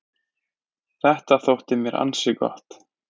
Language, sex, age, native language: Icelandic, male, 20-29, Icelandic